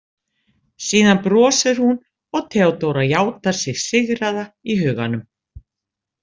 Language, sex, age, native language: Icelandic, female, 60-69, Icelandic